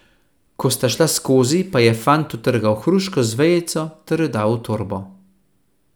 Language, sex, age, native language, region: Slovenian, male, 30-49, Slovenian, Central Slovenia